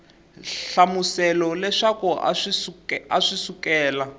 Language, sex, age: Tsonga, male, 20